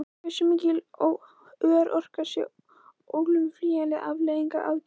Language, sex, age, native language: Icelandic, female, 14, Icelandic